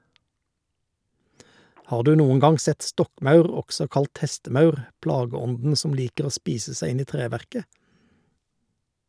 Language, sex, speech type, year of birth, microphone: Norwegian, male, read, 1951, Shure